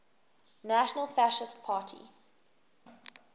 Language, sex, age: English, female, 19